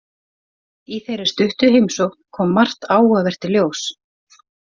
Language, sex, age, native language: Icelandic, female, 40-49, Icelandic